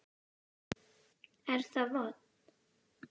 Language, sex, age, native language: Icelandic, female, 10, Icelandic